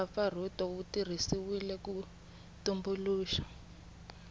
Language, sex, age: Tsonga, female, 21